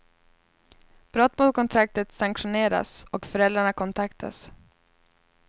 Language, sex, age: Swedish, female, 21